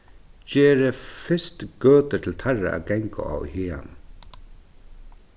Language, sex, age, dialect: Faroese, male, 36-60, Suðurstreymoy